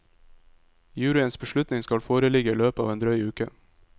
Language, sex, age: Norwegian, male, 22